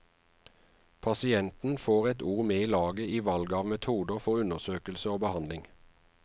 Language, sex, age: Norwegian, male, 49